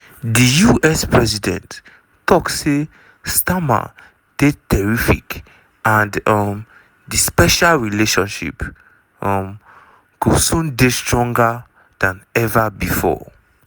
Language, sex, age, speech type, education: Nigerian Pidgin, male, 15-29, spontaneous, tertiary